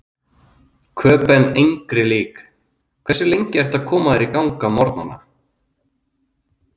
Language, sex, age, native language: Icelandic, male, 30-39, Icelandic